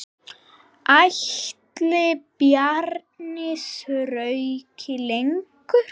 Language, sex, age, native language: Icelandic, female, 6, Icelandic